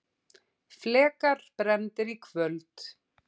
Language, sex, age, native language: Icelandic, female, 40-49, Icelandic